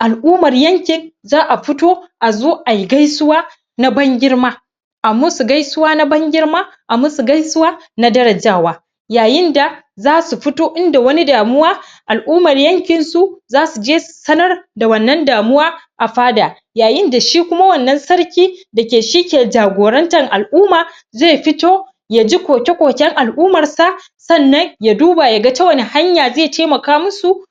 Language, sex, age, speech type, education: Hausa, female, 30-45, spontaneous, tertiary